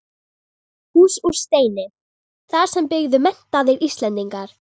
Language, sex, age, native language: Icelandic, female, 13, Icelandic